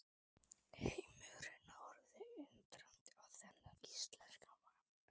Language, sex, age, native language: Icelandic, male, 12, Icelandic